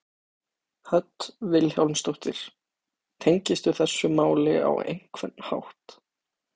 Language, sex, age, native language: Icelandic, male, 18-19, Icelandic